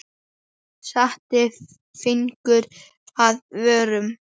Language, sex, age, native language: Icelandic, male, 8, Icelandic